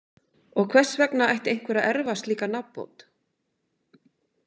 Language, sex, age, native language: Icelandic, female, 50-59, Icelandic